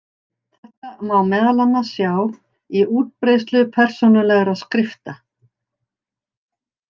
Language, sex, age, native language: Icelandic, female, 60-69, Icelandic